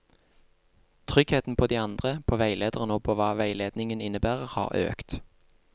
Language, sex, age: Norwegian, male, 28